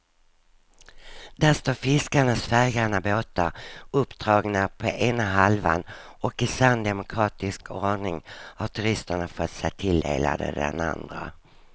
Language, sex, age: Swedish, female, 59